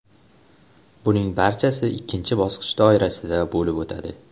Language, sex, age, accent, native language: Uzbek, male, 18-24, Xorazm, Uzbek